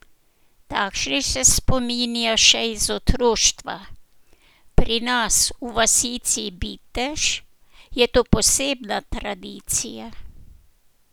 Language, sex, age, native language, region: Slovenian, female, 60+, Slovenian, Posavska region